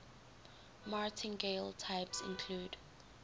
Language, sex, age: English, female, 19